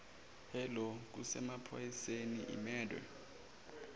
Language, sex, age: Zulu, male, 23